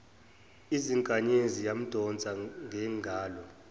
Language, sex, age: Zulu, male, 24